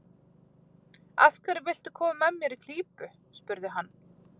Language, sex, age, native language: Icelandic, female, 30-39, Icelandic